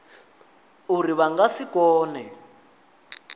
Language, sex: Venda, male